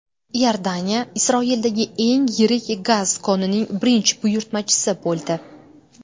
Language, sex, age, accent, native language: Uzbek, female, 19-29, Navoiy, Uzbek